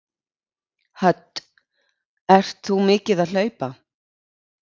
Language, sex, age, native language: Icelandic, female, 50-59, Icelandic